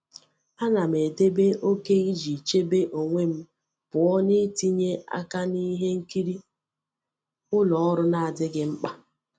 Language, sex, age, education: Igbo, female, 30-45, tertiary